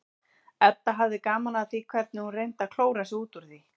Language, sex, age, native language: Icelandic, female, 30-39, Icelandic